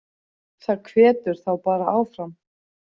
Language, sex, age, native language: Icelandic, female, 40-49, Icelandic